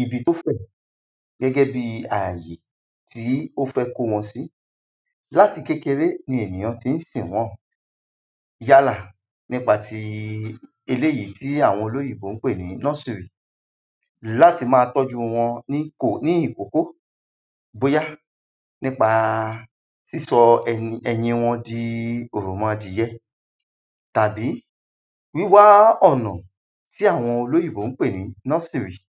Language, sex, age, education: Yoruba, male, 30-45, secondary